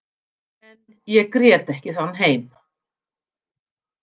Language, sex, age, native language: Icelandic, female, 50-59, Icelandic